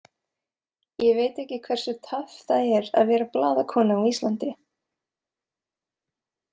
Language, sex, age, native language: Icelandic, female, 20-29, Serbo-Croatian